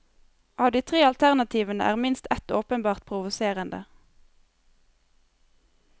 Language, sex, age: Norwegian, female, 23